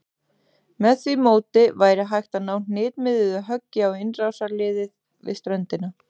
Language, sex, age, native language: Icelandic, female, 30-39, Icelandic